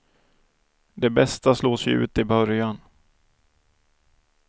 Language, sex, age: Swedish, male, 28